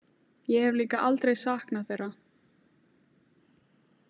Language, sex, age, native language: Icelandic, female, 18-19, Icelandic